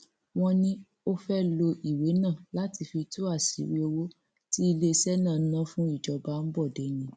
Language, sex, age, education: Yoruba, female, 15-29, tertiary